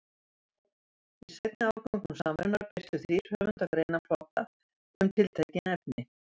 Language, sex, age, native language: Icelandic, female, 70-79, Icelandic